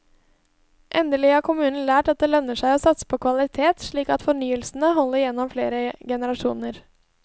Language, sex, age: Norwegian, female, 20